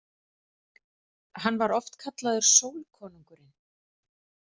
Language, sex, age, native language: Icelandic, female, 40-49, Icelandic